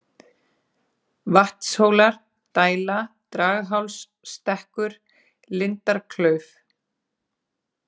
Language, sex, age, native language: Icelandic, female, 40-49, Icelandic